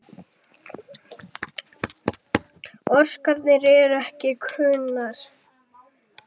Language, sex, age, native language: Icelandic, male, 7, Icelandic